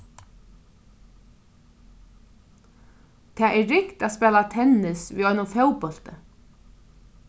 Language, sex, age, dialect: Faroese, female, 36-60, Norðurstreymoy/Eysturoy